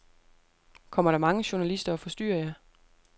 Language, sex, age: Danish, female, 28